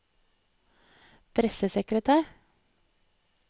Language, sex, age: Norwegian, female, 30